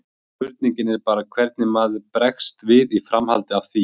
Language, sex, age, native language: Icelandic, male, 20-29, Icelandic